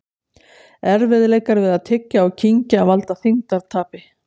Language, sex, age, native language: Icelandic, female, 60-69, Icelandic